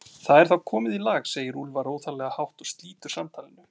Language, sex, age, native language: Icelandic, male, 40-49, Icelandic